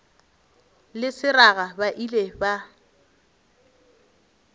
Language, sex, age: Northern Sotho, female, 23